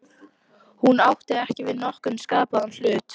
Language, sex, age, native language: Icelandic, female, 12, Icelandic